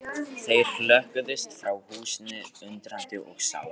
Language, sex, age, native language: Icelandic, male, 12, Icelandic